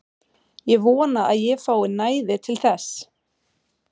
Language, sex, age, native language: Icelandic, female, 40-49, Swedish